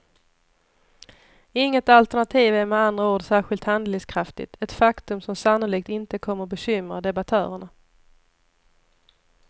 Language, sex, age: Swedish, female, 29